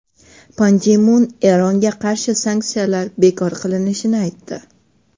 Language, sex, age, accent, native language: Uzbek, female, 12-17, Toshkent shahri, Uzbek